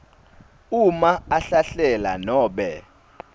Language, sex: Swati, male